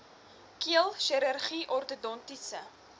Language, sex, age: Afrikaans, female, 20